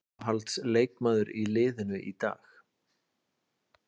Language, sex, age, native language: Icelandic, male, 40-49, Icelandic